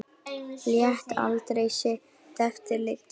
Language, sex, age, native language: Icelandic, female, 9, Icelandic